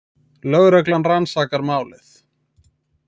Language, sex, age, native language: Icelandic, male, 20-29, Icelandic